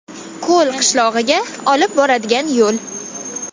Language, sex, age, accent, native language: Uzbek, female, 19-29, Toshkent viloyati, Kazakh